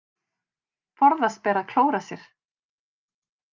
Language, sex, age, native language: Icelandic, female, 30-39, Icelandic